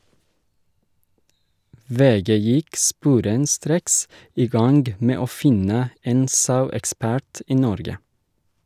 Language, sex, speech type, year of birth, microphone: Norwegian, male, read, 1981, Shure